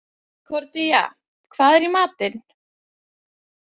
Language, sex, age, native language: Icelandic, female, 20-29, Icelandic